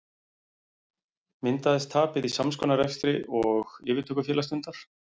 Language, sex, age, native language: Icelandic, male, 40-49, Icelandic